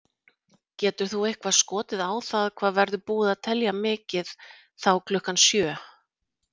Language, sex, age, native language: Icelandic, female, 40-49, Icelandic